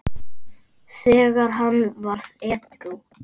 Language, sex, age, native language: Icelandic, male, 8, Icelandic